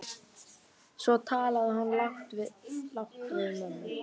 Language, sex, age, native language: Icelandic, male, 12, Icelandic